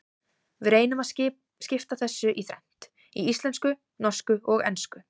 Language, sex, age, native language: Icelandic, female, 18-19, Icelandic